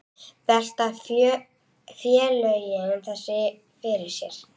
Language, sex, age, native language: Icelandic, female, 8, Icelandic